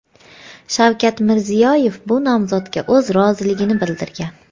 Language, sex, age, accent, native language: Uzbek, female, 25-34, Andijon, Uzbek